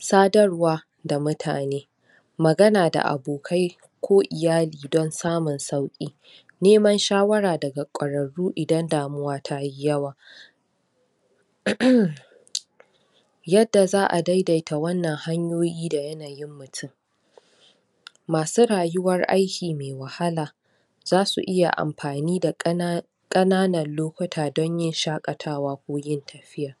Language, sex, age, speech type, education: Hausa, female, 46-60, spontaneous, tertiary